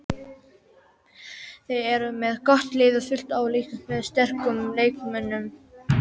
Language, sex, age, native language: Icelandic, female, 18-19, Icelandic